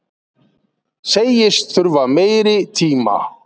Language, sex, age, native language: Icelandic, male, 40-49, Icelandic